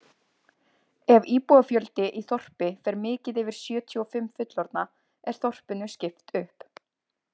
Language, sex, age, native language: Icelandic, female, 20-29, Icelandic